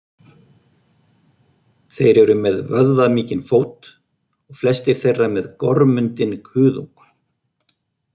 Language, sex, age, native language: Icelandic, male, 50-59, Icelandic